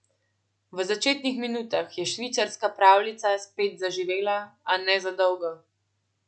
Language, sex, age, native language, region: Slovenian, female, 18-29, Slovenian, Central Slovenia